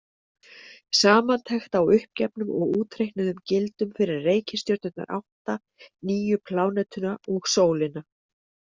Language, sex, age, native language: Icelandic, female, 60-69, Icelandic